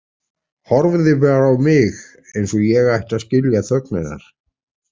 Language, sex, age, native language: Icelandic, male, 40-49, Icelandic